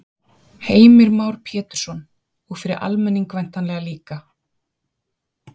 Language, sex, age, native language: Icelandic, female, 40-49, Icelandic